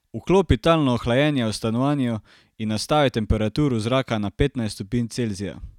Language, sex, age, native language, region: Slovenian, male, 18-29, Slovenian, Carinthia region